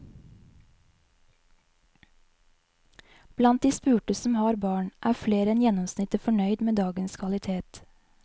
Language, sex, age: Norwegian, female, 20